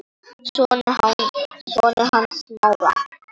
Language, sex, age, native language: Icelandic, female, 9, Icelandic